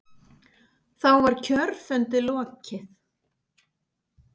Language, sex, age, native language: Icelandic, female, 50-59, Icelandic